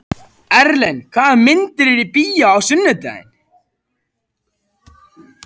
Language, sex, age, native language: Icelandic, male, 14, Icelandic